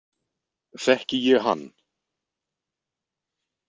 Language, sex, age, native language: Icelandic, male, 20-29, Icelandic